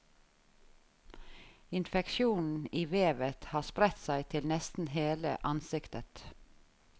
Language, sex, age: Norwegian, female, 51